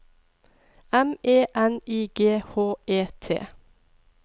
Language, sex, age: Norwegian, female, 42